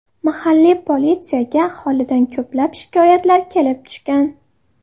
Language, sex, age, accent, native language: Uzbek, female, 18-24, Farg'ona, Uzbek